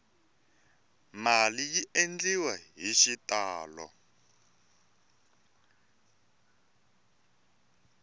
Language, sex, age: Tsonga, male, 24